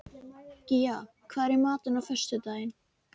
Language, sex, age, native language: Icelandic, female, 12, Icelandic